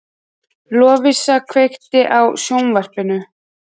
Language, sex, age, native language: Icelandic, female, 30-39, Icelandic